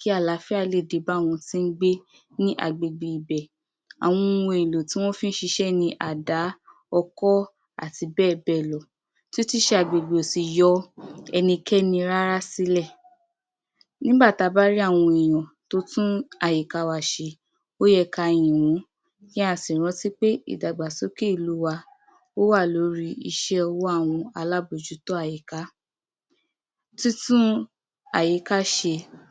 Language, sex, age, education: Yoruba, female, 46-60, tertiary